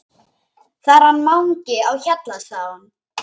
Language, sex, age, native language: Icelandic, male, 11, Icelandic